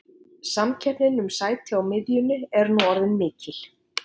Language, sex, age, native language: Icelandic, female, 50-59, Icelandic